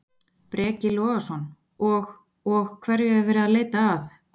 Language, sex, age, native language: Icelandic, female, 20-29, Icelandic